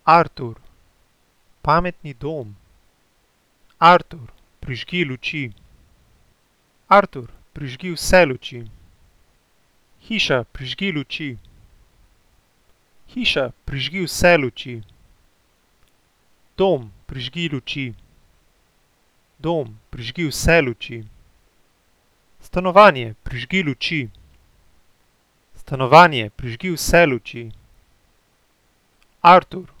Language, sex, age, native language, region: Slovenian, male, 18-29, Slovenian, Central Slovenia